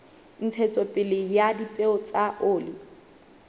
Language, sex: Southern Sotho, female